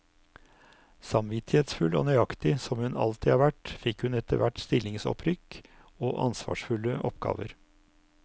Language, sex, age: Norwegian, male, 59